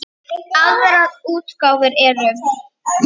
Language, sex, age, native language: Icelandic, female, 9, Icelandic